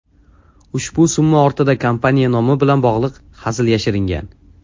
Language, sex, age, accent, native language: Uzbek, male, under 19, Jizzax, Uzbek